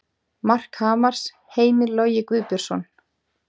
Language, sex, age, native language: Icelandic, female, 18-19, Icelandic